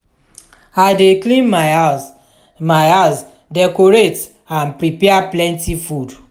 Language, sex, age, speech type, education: Nigerian Pidgin, female, 46-60, spontaneous, tertiary